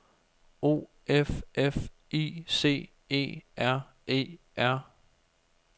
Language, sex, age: Danish, male, 24